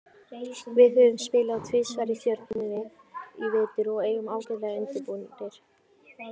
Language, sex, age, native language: Icelandic, female, 18-19, Icelandic